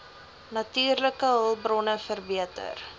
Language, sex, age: Afrikaans, female, 20